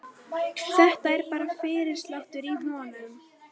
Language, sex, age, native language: Icelandic, female, 13, Icelandic